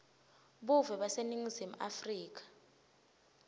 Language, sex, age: Swati, female, 20